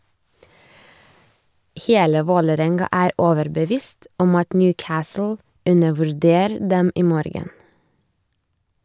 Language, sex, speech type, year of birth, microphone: Norwegian, female, read, 1986, Shure